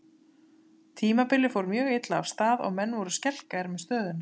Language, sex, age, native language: Icelandic, female, 30-39, Icelandic